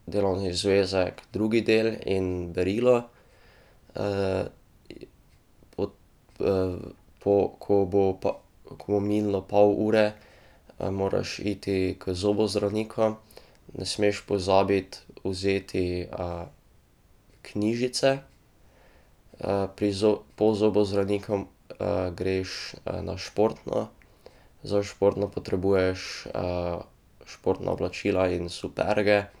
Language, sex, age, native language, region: Slovenian, male, 12-17, Slovenian, Drava region